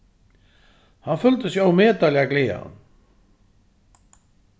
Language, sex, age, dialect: Faroese, male, 36-60, Suðuroy